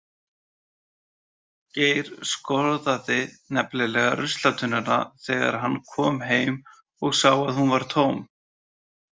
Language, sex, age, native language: Icelandic, male, 30-39, Icelandic